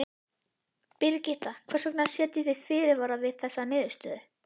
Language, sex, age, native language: Icelandic, female, 11, Icelandic